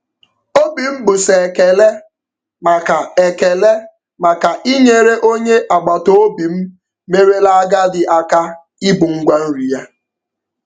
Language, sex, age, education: Igbo, male, 15-29, tertiary